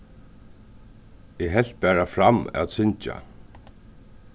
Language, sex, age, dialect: Faroese, male, 36-60, Suðurstreymoy